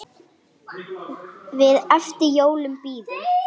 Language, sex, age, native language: Icelandic, female, 8, Icelandic